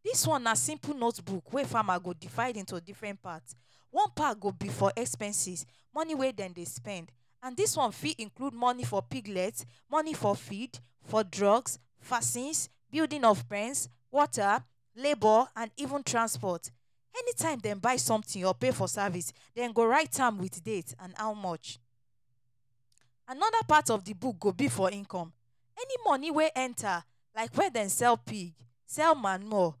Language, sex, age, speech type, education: Nigerian Pidgin, female, 30-45, spontaneous, tertiary